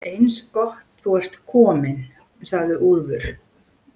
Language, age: Icelandic, 40-49